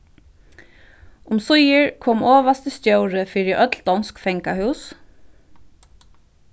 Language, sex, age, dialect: Faroese, female, 36-60, Vágar